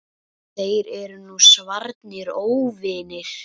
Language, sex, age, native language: Icelandic, male, 9, Icelandic